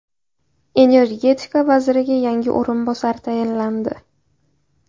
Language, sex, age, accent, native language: Uzbek, female, under 19, Qashqadaryo, Uzbek